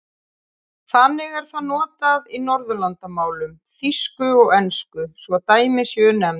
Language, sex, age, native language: Icelandic, female, 30-39, Icelandic